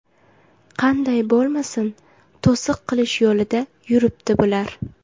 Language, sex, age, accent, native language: Uzbek, female, 18-24, Jizzax, Uzbek